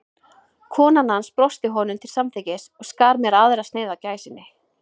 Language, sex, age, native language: Icelandic, female, 20-29, Icelandic